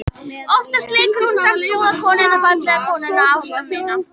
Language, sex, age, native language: Icelandic, female, 11, Icelandic